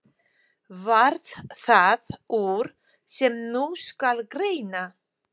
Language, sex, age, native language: Icelandic, female, 40-49, Polish